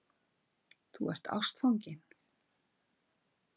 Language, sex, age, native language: Icelandic, female, 50-59, Icelandic